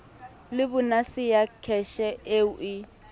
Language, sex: Southern Sotho, female